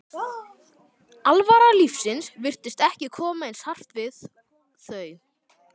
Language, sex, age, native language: Icelandic, male, 12, Icelandic